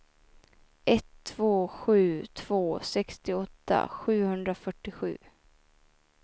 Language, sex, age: Swedish, female, 24